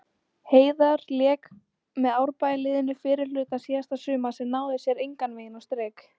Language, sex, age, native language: Icelandic, female, 18-19, Icelandic